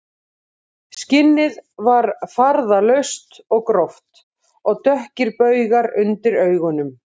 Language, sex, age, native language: Icelandic, female, 30-39, Icelandic